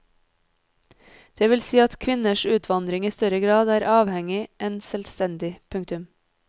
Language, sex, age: Norwegian, female, 30